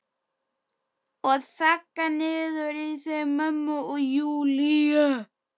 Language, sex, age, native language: Icelandic, male, 12, Icelandic